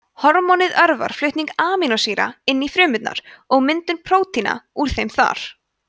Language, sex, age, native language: Icelandic, female, 20-29, Icelandic